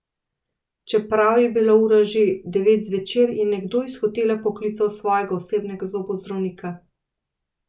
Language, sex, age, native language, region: Slovenian, female, 30-49, Slovenian, Central Slovenia